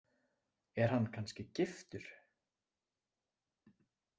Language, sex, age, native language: Icelandic, male, 20-29, Icelandic